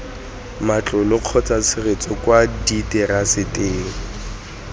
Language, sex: Tswana, male